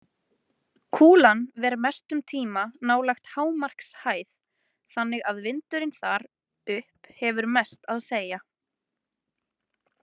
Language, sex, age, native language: Icelandic, female, 20-29, Icelandic